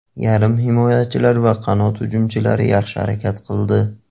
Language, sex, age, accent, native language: Uzbek, male, 18-24, Qashqadaryo, Uzbek